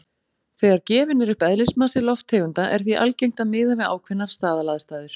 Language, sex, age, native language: Icelandic, female, 40-49, Icelandic